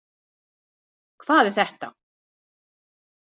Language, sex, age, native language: Icelandic, female, 60-69, Icelandic